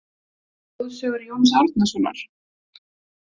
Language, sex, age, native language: Icelandic, female, 20-29, Icelandic